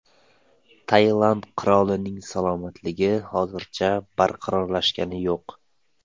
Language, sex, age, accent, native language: Uzbek, male, 18-24, Toshkent viloyati, Tajik